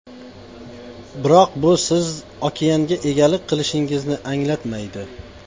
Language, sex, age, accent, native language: Uzbek, male, 35+, Qashqadaryo, Uzbek